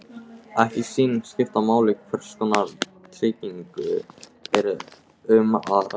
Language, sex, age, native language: Icelandic, male, 18-19, Icelandic